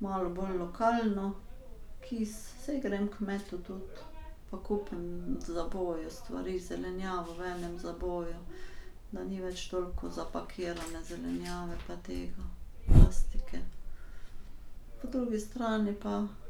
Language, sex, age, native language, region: Slovenian, female, 50-59, Slovenian, Carinthia region